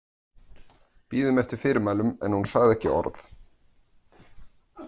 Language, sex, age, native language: Icelandic, male, 30-39, Icelandic